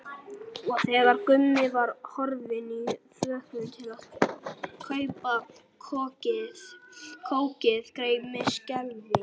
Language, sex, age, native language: Icelandic, male, 18-19, Icelandic